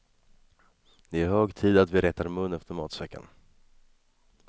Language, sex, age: Swedish, male, 26